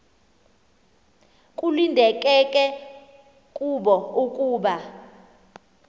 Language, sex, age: Xhosa, female, 24